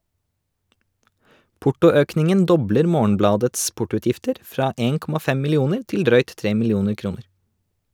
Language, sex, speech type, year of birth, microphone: Norwegian, male, read, 1988, Shure